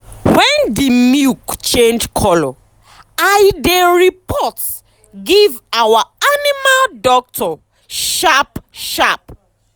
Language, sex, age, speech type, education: Nigerian Pidgin, female, 15-29, spontaneous, tertiary